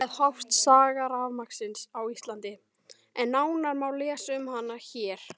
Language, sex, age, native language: Icelandic, male, 18-19, Icelandic